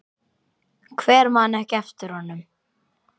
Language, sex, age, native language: Icelandic, male, 8, Icelandic